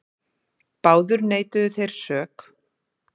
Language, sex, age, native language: Icelandic, female, 30-39, Icelandic